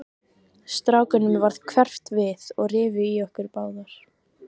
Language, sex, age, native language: Icelandic, female, 15, Icelandic